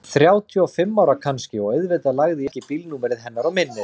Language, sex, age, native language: Icelandic, male, 30-39, Icelandic